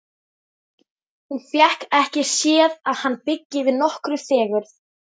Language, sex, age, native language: Icelandic, female, 13, Icelandic